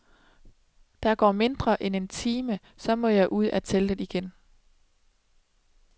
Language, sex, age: Danish, female, 27